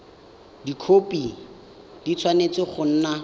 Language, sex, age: Tswana, male, 19